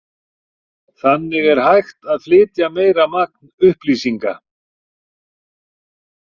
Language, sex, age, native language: Icelandic, male, 40-49, Icelandic